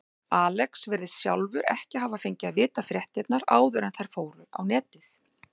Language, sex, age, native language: Icelandic, female, 40-49, Icelandic